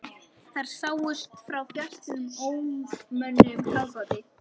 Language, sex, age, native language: Icelandic, female, 13, Icelandic